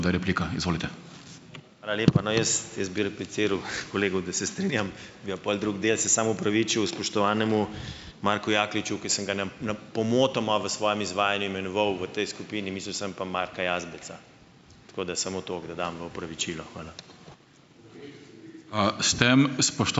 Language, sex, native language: Slovenian, male, Slovenian